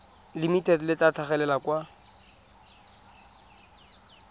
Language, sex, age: Tswana, male, 20